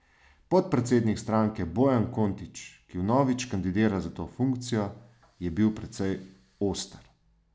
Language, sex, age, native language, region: Slovenian, male, 30-49, Slovenian, Savinja region